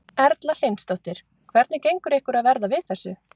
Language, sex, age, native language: Icelandic, female, 20-29, Icelandic